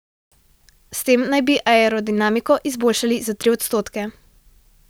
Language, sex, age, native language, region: Slovenian, female, 12-17, Slovenian, Central Slovenia